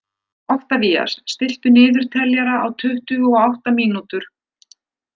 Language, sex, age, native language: Icelandic, female, 60-69, Icelandic